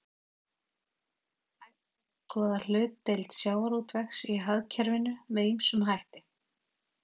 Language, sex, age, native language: Icelandic, female, 40-49, Icelandic